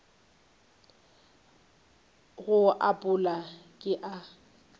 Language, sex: Northern Sotho, female